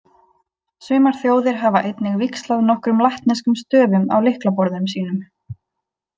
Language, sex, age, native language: Icelandic, female, 20-29, Icelandic